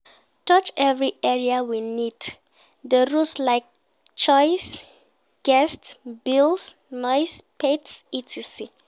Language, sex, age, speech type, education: Nigerian Pidgin, female, 15-29, read, secondary